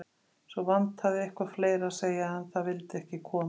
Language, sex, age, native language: Icelandic, female, 50-59, Icelandic